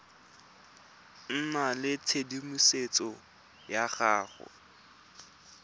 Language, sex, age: Tswana, male, 20